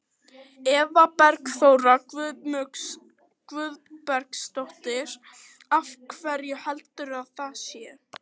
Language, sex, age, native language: Icelandic, female, 12, Icelandic